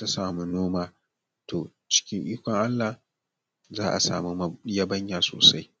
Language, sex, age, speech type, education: Hausa, male, 15-29, spontaneous, tertiary